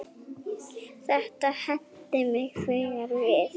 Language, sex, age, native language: Icelandic, female, 7, Icelandic